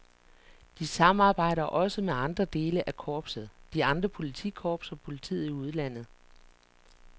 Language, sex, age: Danish, female, 49